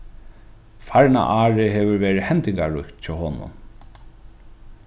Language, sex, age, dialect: Faroese, male, 36-60, Norðuroyggjar